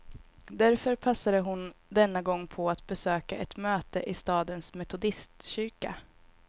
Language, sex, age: Swedish, female, 22